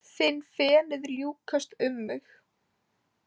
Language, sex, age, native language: Icelandic, female, 18-19, Icelandic